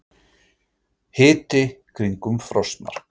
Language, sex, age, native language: Icelandic, male, 40-49, Icelandic